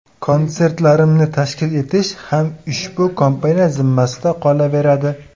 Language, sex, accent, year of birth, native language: Uzbek, male, Samarqand, 2002, Uzbek